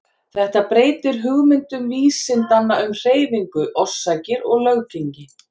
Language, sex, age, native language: Icelandic, female, 40-49, Icelandic